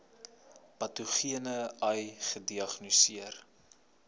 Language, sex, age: Afrikaans, male, 21